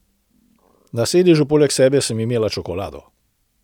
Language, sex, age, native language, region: Slovenian, male, 60+, Slovenian, Central Slovenia